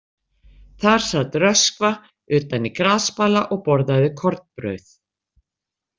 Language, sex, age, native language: Icelandic, female, 60-69, Icelandic